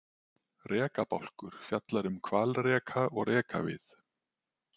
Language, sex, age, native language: Icelandic, male, 40-49, Icelandic